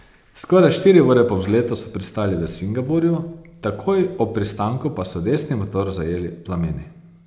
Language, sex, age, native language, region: Slovenian, male, 30-49, Slovenian, Posavska region